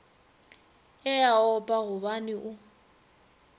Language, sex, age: Northern Sotho, female, 30